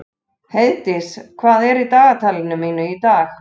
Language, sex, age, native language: Icelandic, male, 11, Icelandic